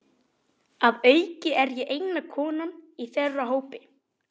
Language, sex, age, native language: Icelandic, male, 12, Icelandic